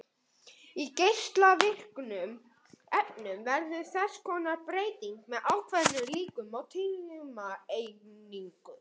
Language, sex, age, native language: Icelandic, male, 18-19, Icelandic